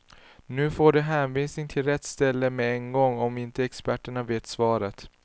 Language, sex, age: Swedish, male, 19